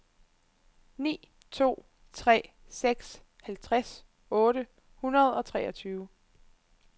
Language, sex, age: Danish, female, 25